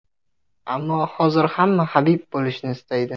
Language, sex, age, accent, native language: Uzbek, male, 18-24, Toshkent viloyati, Kazakh